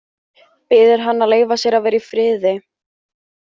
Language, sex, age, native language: Icelandic, female, 15, Icelandic